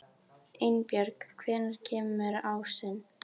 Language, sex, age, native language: Icelandic, female, 12, Icelandic